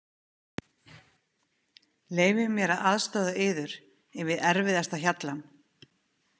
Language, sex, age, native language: Icelandic, female, 50-59, Icelandic